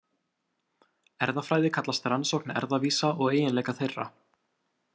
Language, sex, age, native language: Icelandic, male, 18-19, Icelandic